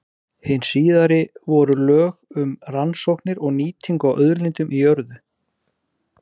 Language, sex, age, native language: Icelandic, male, 40-49, Icelandic